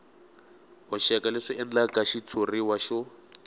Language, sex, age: Tsonga, male, 18